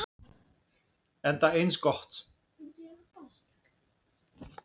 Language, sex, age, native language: Icelandic, female, 10, Dutch